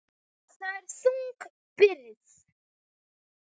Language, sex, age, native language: Icelandic, female, 9, Icelandic